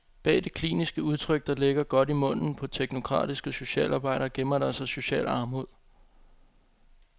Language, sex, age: Danish, male, 25